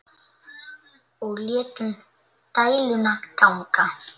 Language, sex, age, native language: Icelandic, male, 8, Icelandic